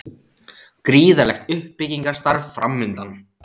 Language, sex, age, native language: Icelandic, male, 16, Icelandic